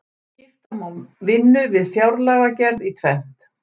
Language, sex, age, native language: Icelandic, female, 60-69, Icelandic